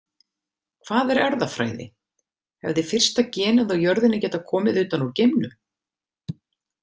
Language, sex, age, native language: Icelandic, female, 50-59, Icelandic